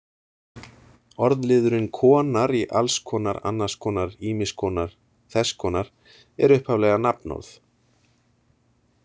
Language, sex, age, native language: Icelandic, male, 30-39, Icelandic